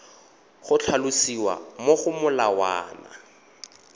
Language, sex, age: Tswana, male, 22